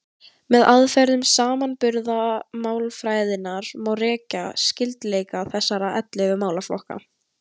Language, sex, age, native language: Icelandic, female, 18-19, Icelandic